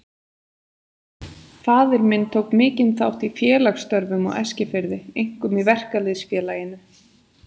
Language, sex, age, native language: Icelandic, female, 30-39, Icelandic